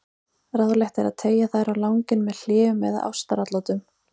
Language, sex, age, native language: Icelandic, female, 30-39, Icelandic